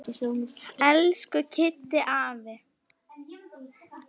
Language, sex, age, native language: Icelandic, female, 9, Icelandic